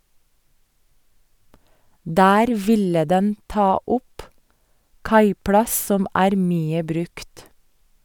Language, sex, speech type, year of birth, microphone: Norwegian, female, read, 1984, Sennheiser